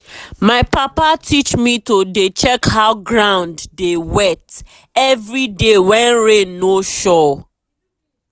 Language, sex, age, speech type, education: Nigerian Pidgin, female, 15-29, spontaneous, tertiary